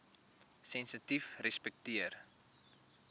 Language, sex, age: Afrikaans, male, 21